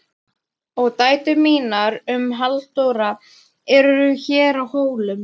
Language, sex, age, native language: Icelandic, female, 12, Icelandic